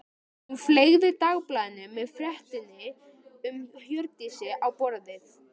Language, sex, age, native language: Icelandic, male, 13, Icelandic